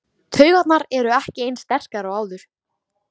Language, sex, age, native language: Icelandic, female, 13, Icelandic